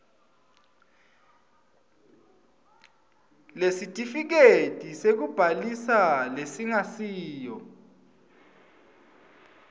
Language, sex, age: Swati, male, 25